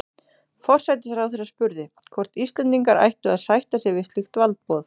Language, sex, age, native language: Icelandic, female, 30-39, Icelandic